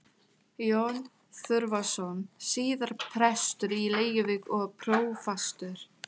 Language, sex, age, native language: Icelandic, female, 18-19, Thai